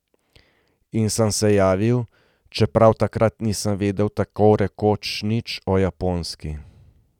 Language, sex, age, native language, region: Slovenian, male, 30-49, Slovenian, Gorenjska region